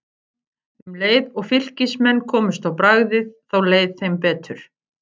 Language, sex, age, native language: Icelandic, female, 50-59, Icelandic